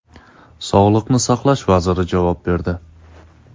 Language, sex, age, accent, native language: Uzbek, male, 19-29, Toshkent shahri, Uzbek